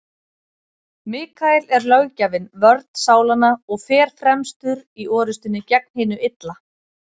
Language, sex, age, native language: Icelandic, female, 30-39, Icelandic